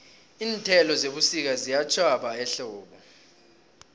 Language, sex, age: South Ndebele, male, 18